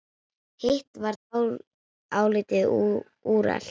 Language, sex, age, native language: Icelandic, female, 9, Icelandic